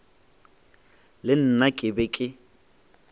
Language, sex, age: Northern Sotho, male, 21